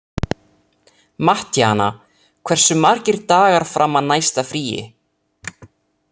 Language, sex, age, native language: Icelandic, male, 30-39, Italian